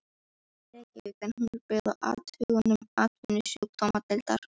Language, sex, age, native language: Icelandic, female, 13, Icelandic